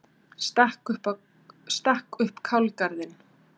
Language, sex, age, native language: Icelandic, female, 30-39, Icelandic